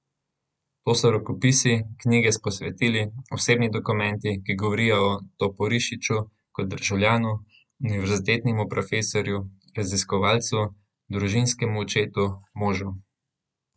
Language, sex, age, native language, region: Slovenian, male, 18-29, Slovenian, Central Slovenia